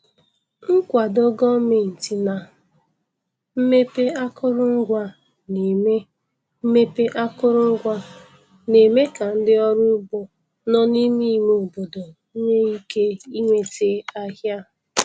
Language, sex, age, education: Igbo, female, 15-29, tertiary